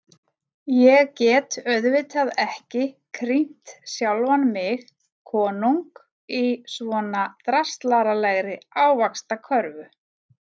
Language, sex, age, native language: Icelandic, female, 40-49, Icelandic